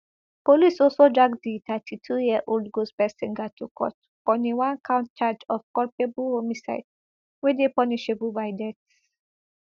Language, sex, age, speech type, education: Nigerian Pidgin, female, 15-29, spontaneous, tertiary